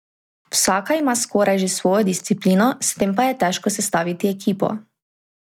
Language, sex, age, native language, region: Slovenian, female, 18-29, Slovenian, Drava region